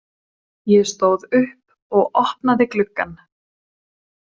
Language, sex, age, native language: Icelandic, female, 20-29, Swedish